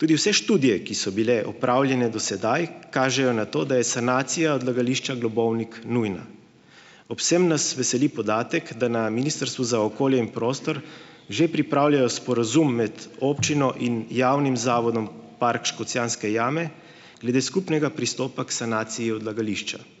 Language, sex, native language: Slovenian, male, Slovenian